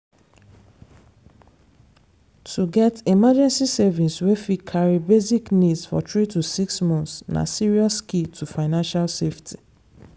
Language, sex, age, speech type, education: Nigerian Pidgin, female, 15-29, spontaneous, secondary